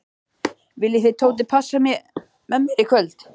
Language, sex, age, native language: Icelandic, male, 13, Icelandic